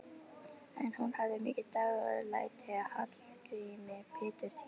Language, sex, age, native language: Icelandic, female, 11, Icelandic